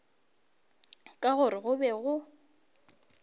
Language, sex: Northern Sotho, female